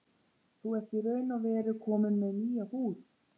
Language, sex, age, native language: Icelandic, female, 40-49, Icelandic